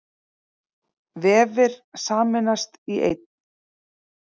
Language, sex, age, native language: Icelandic, female, 30-39, Icelandic